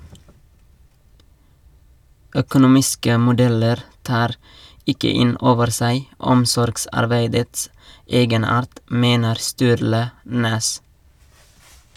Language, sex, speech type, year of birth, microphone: Norwegian, male, read, 1989, Shure